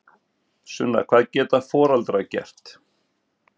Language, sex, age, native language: Icelandic, male, 50-59, Icelandic